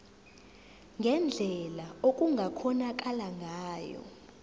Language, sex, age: Zulu, female, 17